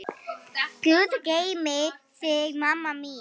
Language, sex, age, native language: Icelandic, female, 9, Icelandic